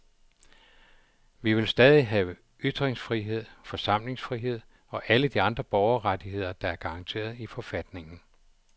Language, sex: Danish, male